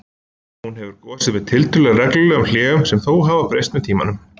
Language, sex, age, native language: Icelandic, male, 20-29, Icelandic